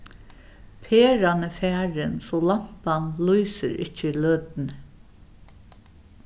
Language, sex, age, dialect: Faroese, female, 61+, Suðuroy